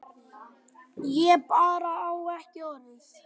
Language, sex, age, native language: Icelandic, other, 10, Icelandic